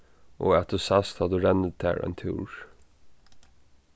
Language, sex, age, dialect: Faroese, male, 15-35, Norðurstreymoy/Eysturoy